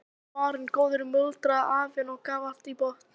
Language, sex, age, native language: Icelandic, female, 18-19, Icelandic